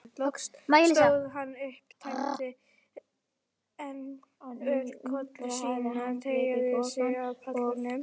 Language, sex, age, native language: Icelandic, female, 40-49, Icelandic